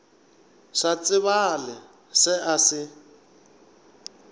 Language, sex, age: Northern Sotho, male, 24